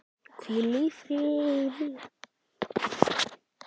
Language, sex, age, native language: Icelandic, male, 10, Icelandic